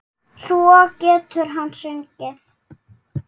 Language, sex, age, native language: Icelandic, female, 6, Icelandic